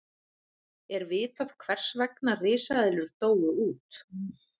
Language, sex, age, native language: Icelandic, female, 30-39, Icelandic